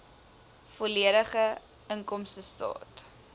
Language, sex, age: Afrikaans, female, 20